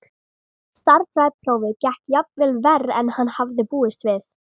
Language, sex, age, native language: Icelandic, female, 13, Icelandic